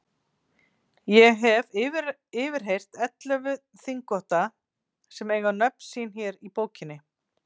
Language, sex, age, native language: Icelandic, female, 40-49, Icelandic